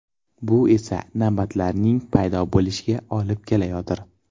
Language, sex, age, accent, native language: Uzbek, male, 12-17, Toshkent shahri, Uzbek